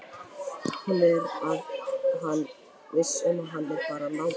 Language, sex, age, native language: Icelandic, male, 12, Icelandic